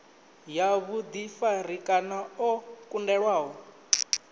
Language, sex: Venda, male